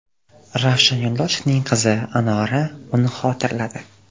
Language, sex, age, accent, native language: Uzbek, male, 18-24, Jizzax, Uzbek